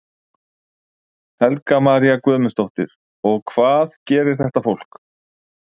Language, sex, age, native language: Icelandic, male, 50-59, Icelandic